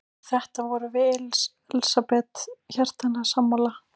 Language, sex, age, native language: Icelandic, female, 18-19, Icelandic